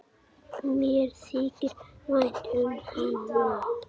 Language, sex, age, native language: Icelandic, male, 8, Icelandic